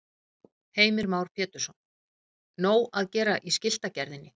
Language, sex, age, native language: Icelandic, female, 50-59, Icelandic